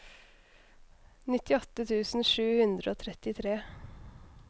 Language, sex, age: Norwegian, female, 21